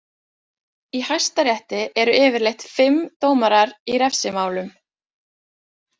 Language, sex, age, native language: Icelandic, female, 20-29, Icelandic